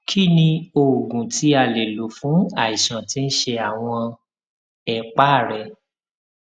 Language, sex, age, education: Yoruba, male, 30-45, tertiary